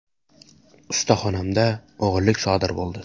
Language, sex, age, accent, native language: Uzbek, male, 18-24, Samarqand, Uzbek